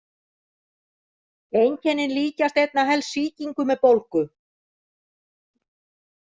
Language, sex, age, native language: Icelandic, female, 30-39, Icelandic